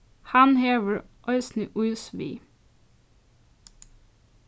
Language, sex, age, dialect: Faroese, female, 15-35, Norðurstreymoy/Eysturoy